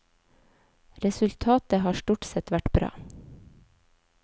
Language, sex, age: Norwegian, female, 37